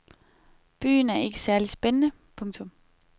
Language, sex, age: Danish, female, 21